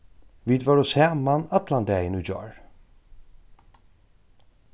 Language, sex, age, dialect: Faroese, male, 36-60, Norðurstreymoy/Eysturoy